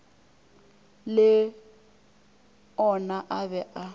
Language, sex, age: Northern Sotho, female, 24